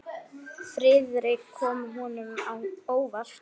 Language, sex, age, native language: Icelandic, male, 8, Icelandic